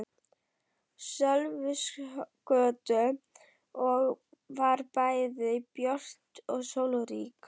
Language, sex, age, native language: Icelandic, female, 11, German